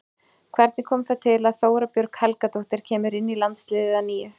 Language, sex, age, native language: Icelandic, female, 30-39, Icelandic